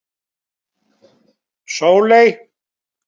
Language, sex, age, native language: Icelandic, male, 70-79, Icelandic